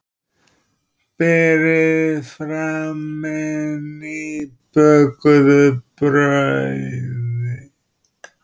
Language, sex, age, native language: Icelandic, male, 30-39, Icelandic